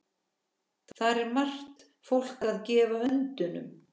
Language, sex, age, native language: Icelandic, female, 14, Icelandic